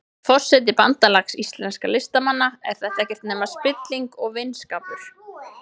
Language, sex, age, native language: Icelandic, female, 20-29, Icelandic